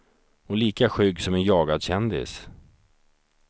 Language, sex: Swedish, male